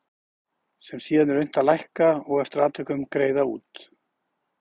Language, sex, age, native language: Icelandic, male, 40-49, Icelandic